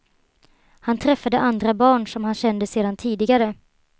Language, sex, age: Swedish, female, 23